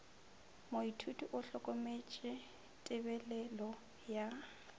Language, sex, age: Northern Sotho, female, 25